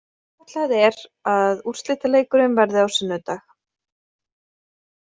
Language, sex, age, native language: Icelandic, female, 30-39, Icelandic